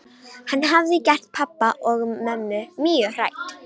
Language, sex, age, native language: Icelandic, female, 18-19, Romanian